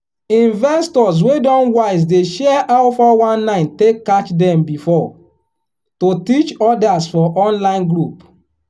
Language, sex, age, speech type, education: Nigerian Pidgin, male, 15-29, spontaneous, tertiary